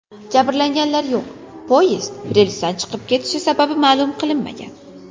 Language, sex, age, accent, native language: Uzbek, female, 19-29, Qashqadaryo, Uzbek